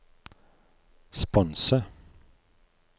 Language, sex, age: Norwegian, male, 43